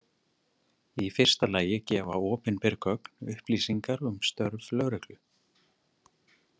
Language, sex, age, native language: Icelandic, male, 30-39, Icelandic